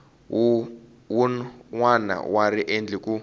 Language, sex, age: Tsonga, male, 18